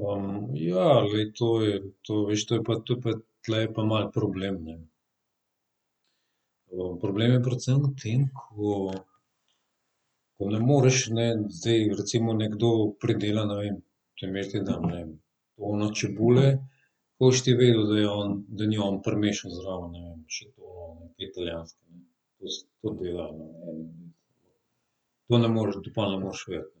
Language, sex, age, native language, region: Slovenian, male, 30-49, Slovenian, Southeast Slovenia